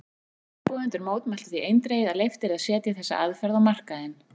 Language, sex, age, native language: Icelandic, female, 40-49, Icelandic